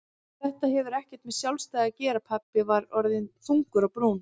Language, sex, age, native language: Icelandic, female, 30-39, Icelandic